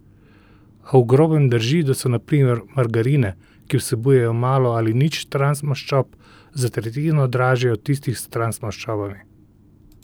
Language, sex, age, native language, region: Slovenian, male, 30-49, Slovenian, Central Slovenia